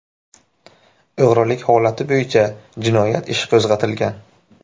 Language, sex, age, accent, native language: Uzbek, male, 18-24, Navoiy, Uzbek